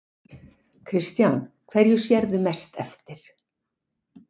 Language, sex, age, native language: Icelandic, female, 60-69, Icelandic